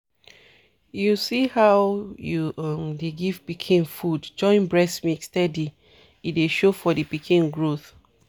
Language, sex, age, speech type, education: Nigerian Pidgin, female, 30-45, spontaneous, tertiary